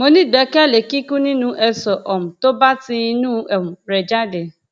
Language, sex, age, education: Yoruba, female, 30-45, tertiary